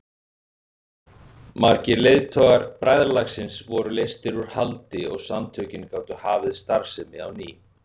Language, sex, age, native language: Icelandic, male, 40-49, Icelandic